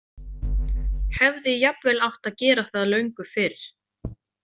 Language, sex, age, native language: Icelandic, female, 30-39, Icelandic